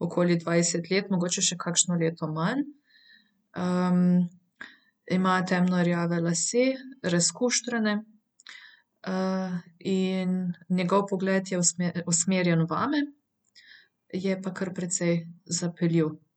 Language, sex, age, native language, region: Slovenian, female, 30-49, Slovenian, Central Slovenia